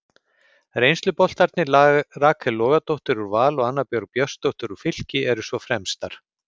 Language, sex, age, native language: Icelandic, male, 50-59, Icelandic